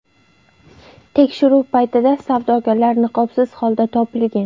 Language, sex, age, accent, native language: Uzbek, female, 19-29, Andijon, Uzbek